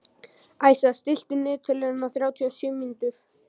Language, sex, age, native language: Icelandic, male, 11, Icelandic